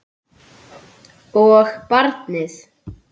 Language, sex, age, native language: Icelandic, male, 8, Icelandic